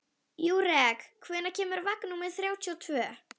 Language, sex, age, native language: Icelandic, female, 11, Icelandic